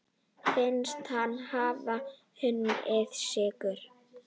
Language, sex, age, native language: Icelandic, female, 9, Icelandic